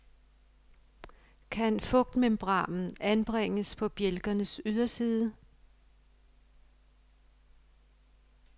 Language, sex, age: Danish, female, 55